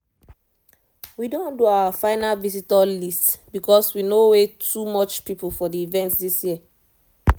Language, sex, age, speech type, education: Nigerian Pidgin, female, 15-29, spontaneous, tertiary